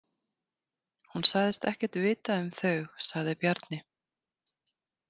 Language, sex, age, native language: Icelandic, female, 50-59, Icelandic